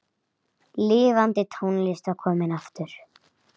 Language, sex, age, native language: Icelandic, female, 8, Icelandic